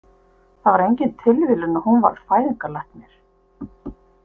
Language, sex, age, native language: Icelandic, female, 50-59, Icelandic